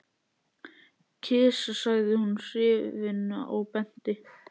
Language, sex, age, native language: Icelandic, other, 11, Icelandic